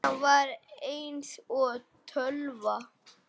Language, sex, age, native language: Icelandic, male, 8, Icelandic